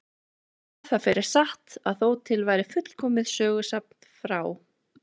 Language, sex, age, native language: Icelandic, female, 20-29, Icelandic